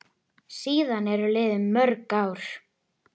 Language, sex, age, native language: Icelandic, female, 10, Icelandic